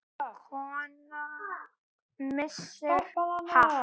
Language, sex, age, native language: Icelandic, male, 8, Icelandic